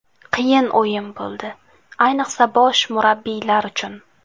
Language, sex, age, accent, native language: Uzbek, female, 18-24, Jizzax, Uzbek